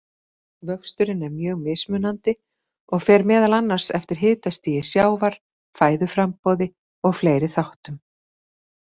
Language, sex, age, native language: Icelandic, female, 50-59, Icelandic